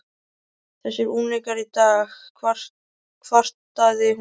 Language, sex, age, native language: Icelandic, male, 13, Icelandic